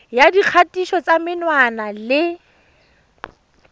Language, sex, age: Tswana, female, 31